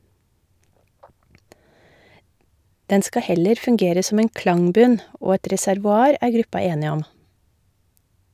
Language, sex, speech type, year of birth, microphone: Norwegian, female, read, 1972, Shure